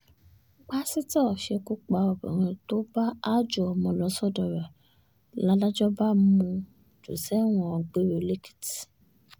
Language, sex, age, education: Yoruba, female, 15-29, tertiary